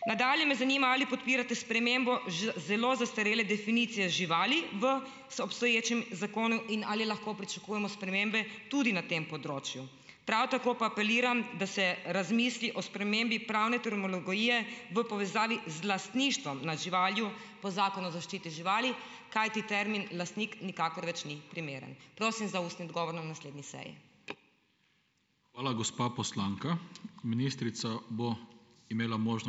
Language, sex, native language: Slovenian, female, Slovenian